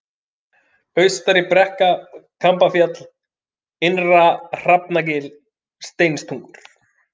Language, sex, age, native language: Icelandic, male, 30-39, Icelandic